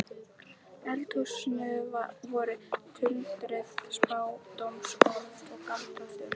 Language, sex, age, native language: Icelandic, female, 11, Icelandic